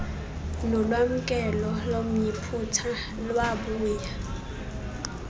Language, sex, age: Xhosa, female, 20